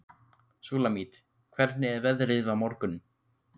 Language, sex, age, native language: Icelandic, male, 15, Icelandic